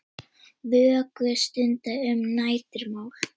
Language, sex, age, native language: Icelandic, female, 10, Icelandic